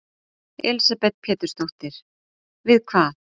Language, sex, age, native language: Icelandic, female, 40-49, Icelandic